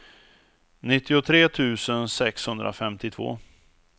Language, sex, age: Swedish, male, 34